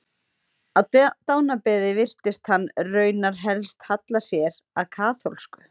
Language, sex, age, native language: Icelandic, female, 30-39, Icelandic